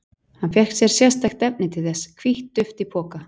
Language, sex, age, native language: Icelandic, female, 40-49, Icelandic